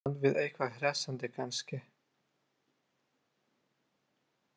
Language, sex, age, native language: Icelandic, male, 30-39, Lithuanian